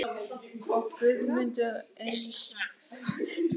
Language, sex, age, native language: Icelandic, female, 18-19, German